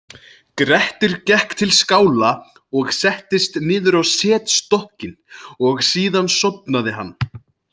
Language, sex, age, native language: Icelandic, male, 20-29, Icelandic